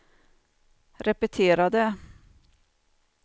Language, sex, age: Swedish, female, 49